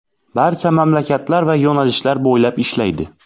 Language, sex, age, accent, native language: Uzbek, male, 25-34, Xorazm, Uzbek